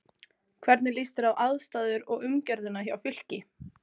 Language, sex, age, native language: Icelandic, female, 20-29, Icelandic